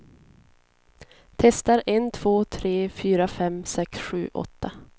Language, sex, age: Swedish, female, 22